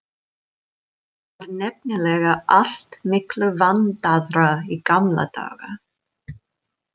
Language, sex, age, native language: Icelandic, female, 40-49, English